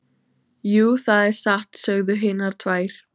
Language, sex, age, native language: Icelandic, female, 12, Icelandic